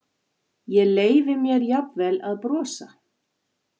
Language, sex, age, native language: Icelandic, female, 40-49, Icelandic